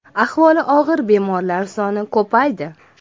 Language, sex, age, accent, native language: Uzbek, female, 25-34, Toshkent viloyati, Uzbek